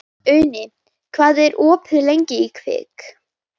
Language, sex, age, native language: Icelandic, female, 18-19, Icelandic